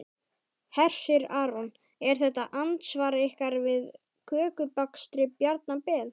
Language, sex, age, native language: Icelandic, male, 12, Icelandic